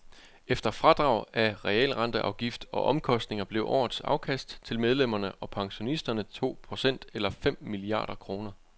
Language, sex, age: Danish, male, 25